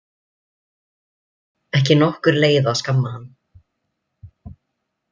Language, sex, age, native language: Icelandic, other, 20-29, Icelandic